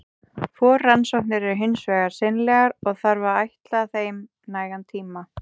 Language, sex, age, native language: Icelandic, female, 18-19, Icelandic